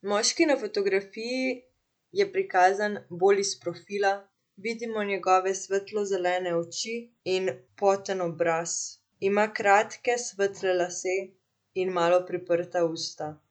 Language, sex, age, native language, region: Slovenian, female, 18-29, Slovenian, Central Slovenia